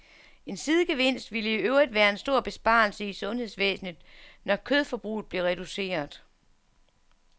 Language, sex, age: Danish, female, 47